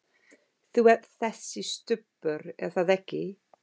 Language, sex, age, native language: Icelandic, female, 50-59, English